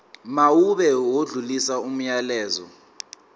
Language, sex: Zulu, male